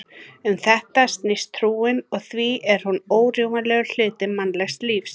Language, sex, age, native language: Icelandic, female, 30-39, Icelandic